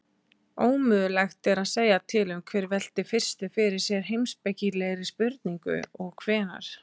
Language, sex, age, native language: Icelandic, female, 20-29, Icelandic